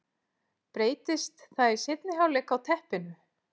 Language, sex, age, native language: Icelandic, female, 40-49, Icelandic